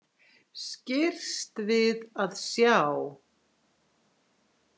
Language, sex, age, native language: Icelandic, female, 60-69, Icelandic